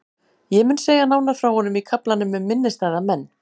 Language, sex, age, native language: Icelandic, female, 40-49, Icelandic